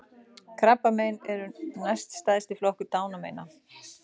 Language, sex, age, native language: Icelandic, female, 40-49, Icelandic